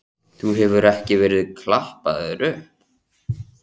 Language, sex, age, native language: Icelandic, male, 14, Icelandic